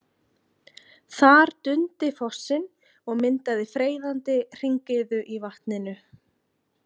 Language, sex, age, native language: Icelandic, female, 20-29, Icelandic